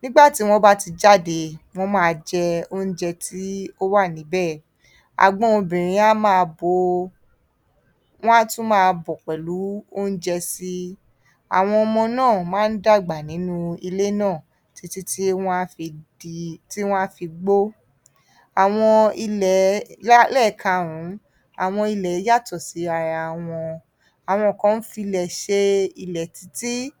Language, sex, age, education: Yoruba, female, 30-45, tertiary